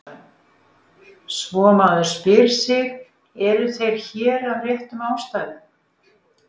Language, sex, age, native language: Icelandic, female, 50-59, Icelandic